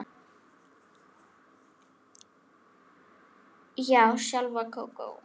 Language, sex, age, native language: Icelandic, female, 9, Icelandic